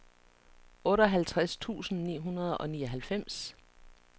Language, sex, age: Danish, female, 49